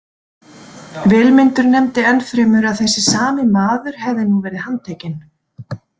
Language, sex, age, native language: Icelandic, female, 40-49, Icelandic